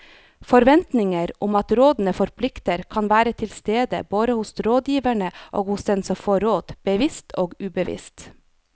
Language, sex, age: Norwegian, female, 30